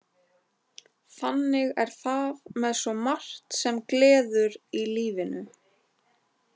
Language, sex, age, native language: Icelandic, other, 20-29, Icelandic